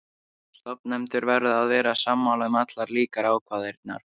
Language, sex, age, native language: Icelandic, male, 13, Icelandic